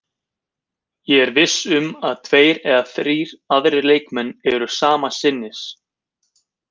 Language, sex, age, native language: Icelandic, male, 20-29, Icelandic